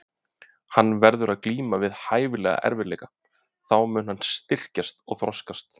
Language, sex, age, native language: Icelandic, male, 30-39, Icelandic